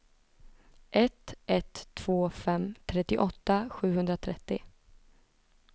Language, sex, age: Swedish, female, 20